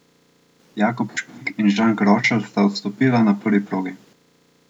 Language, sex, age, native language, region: Slovenian, male, 18-29, Slovenian, Central Slovenia